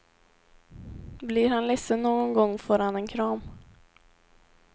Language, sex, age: Swedish, female, 18